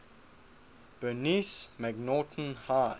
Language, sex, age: English, male, 21